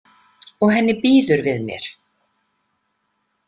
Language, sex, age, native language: Icelandic, female, 50-59, Icelandic